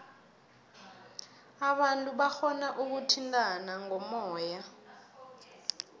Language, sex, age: South Ndebele, female, 22